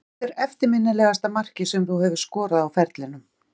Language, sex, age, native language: Icelandic, female, 40-49, Icelandic